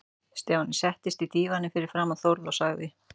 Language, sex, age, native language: Icelandic, male, 12, Icelandic